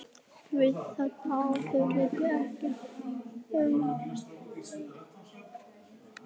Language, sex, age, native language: Icelandic, male, 11, Icelandic